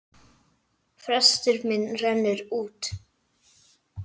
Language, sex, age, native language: Icelandic, male, 9, Icelandic